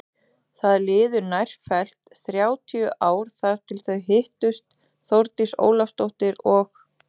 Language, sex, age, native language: Icelandic, female, 30-39, Icelandic